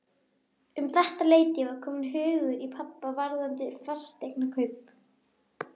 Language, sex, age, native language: Icelandic, female, 12, Icelandic